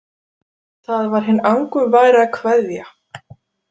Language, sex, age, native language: Icelandic, female, 40-49, Icelandic